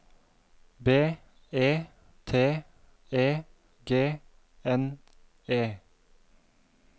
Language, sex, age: Norwegian, male, 32